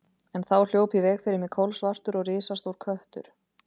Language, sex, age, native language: Icelandic, female, 30-39, Icelandic